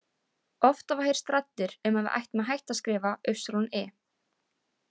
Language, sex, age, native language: Icelandic, female, 18-19, Icelandic